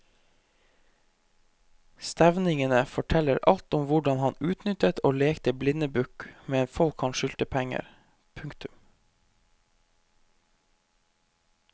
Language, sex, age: Norwegian, male, 23